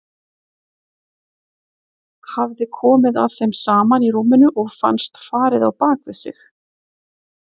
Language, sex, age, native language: Icelandic, female, 40-49, Icelandic